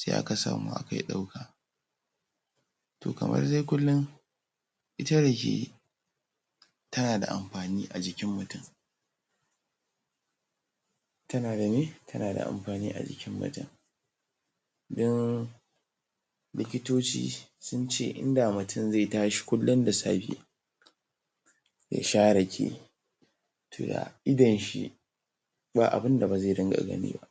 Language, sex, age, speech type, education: Hausa, male, 15-29, spontaneous, tertiary